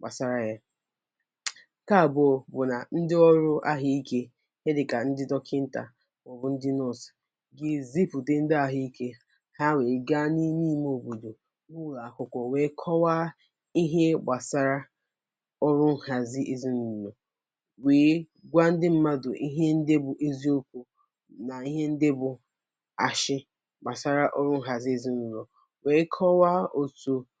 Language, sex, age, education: Igbo, female, 15-29, tertiary